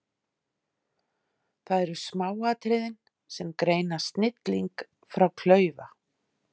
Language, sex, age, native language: Icelandic, female, 50-59, Icelandic